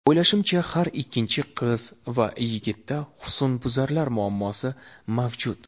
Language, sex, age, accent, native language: Uzbek, male, 18-24, Toshkent shahri, Uzbek